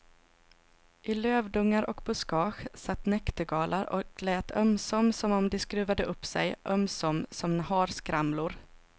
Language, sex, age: Swedish, female, 26